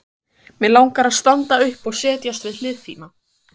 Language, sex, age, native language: Icelandic, female, 15, Icelandic